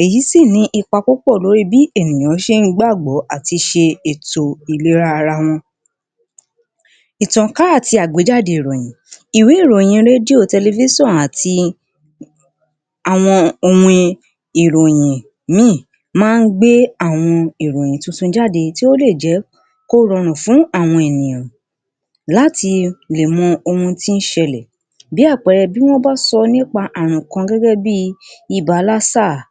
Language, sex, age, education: Yoruba, female, 60+, tertiary